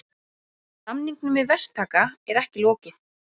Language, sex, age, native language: Icelandic, female, 20-29, Icelandic